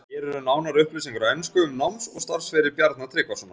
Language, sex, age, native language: Icelandic, male, 40-49, Icelandic